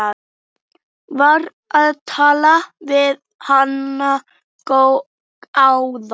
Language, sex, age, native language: Icelandic, female, 11, Icelandic